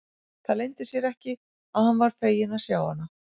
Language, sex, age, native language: Icelandic, female, 40-49, Icelandic